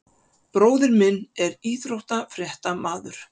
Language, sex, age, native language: Icelandic, female, 50-59, Icelandic